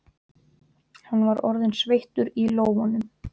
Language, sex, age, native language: Icelandic, male, 12, Icelandic